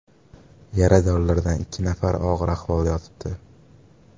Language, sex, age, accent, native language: Uzbek, male, 18-24, Farg'ona, Uzbek